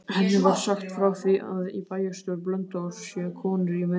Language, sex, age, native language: Icelandic, male, 20-29, Icelandic